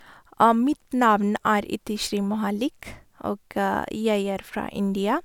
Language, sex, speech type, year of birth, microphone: Norwegian, female, spontaneous, 1983, Sennheiser